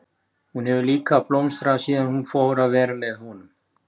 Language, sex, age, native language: Icelandic, male, 40-49, Icelandic